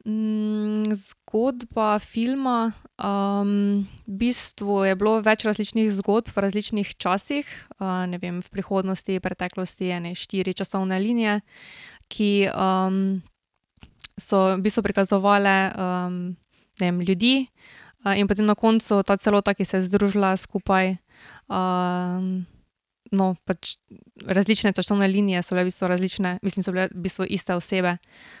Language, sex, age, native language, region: Slovenian, female, 18-29, Slovenian, Drava region